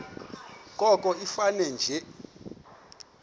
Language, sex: Xhosa, male